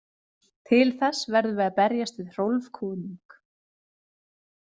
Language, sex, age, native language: Icelandic, female, 20-29, Icelandic